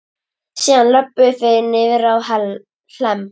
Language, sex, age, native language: Icelandic, female, 10, Icelandic